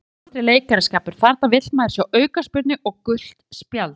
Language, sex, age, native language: Icelandic, female, 30-39, Icelandic